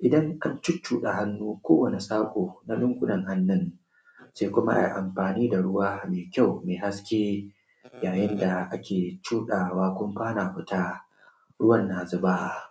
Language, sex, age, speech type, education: Hausa, male, 15-29, spontaneous, tertiary